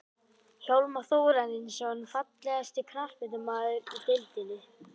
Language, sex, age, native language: Icelandic, other, 11, Icelandic